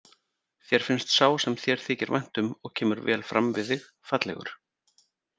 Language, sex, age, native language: Icelandic, male, 40-49, Icelandic